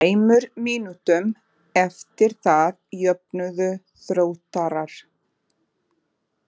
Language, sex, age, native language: Icelandic, female, 40-49, Portuguese